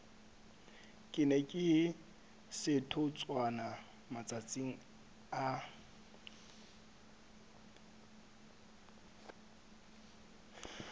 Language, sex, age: Southern Sotho, male, 25